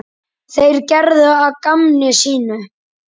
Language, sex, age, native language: Icelandic, male, 10, Icelandic